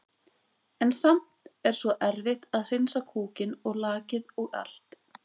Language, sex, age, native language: Icelandic, female, 20-29, Icelandic